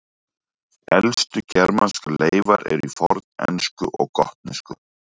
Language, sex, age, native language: Icelandic, male, 40-49, Icelandic